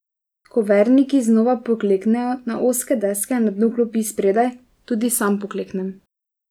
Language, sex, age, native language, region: Slovenian, female, 18-29, Slovenian, Drava region